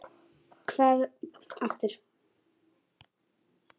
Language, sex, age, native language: Icelandic, female, 9, Icelandic